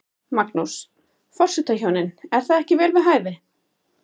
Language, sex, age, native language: Icelandic, female, 30-39, Icelandic